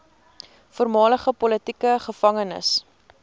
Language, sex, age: Afrikaans, female, 19